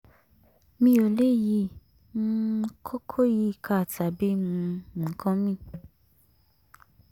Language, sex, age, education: Yoruba, female, 15-29, tertiary